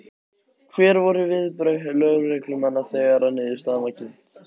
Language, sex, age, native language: Icelandic, other, 15, Icelandic